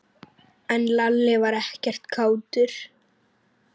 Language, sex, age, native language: Icelandic, male, 9, Icelandic